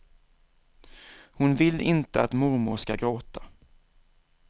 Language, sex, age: Swedish, male, 47